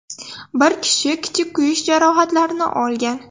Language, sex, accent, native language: Uzbek, female, Surxondaryo, Russian